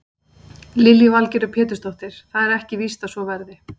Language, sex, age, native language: Icelandic, female, 40-49, Icelandic